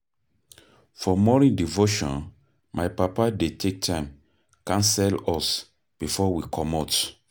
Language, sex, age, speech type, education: Nigerian Pidgin, male, 30-45, spontaneous, tertiary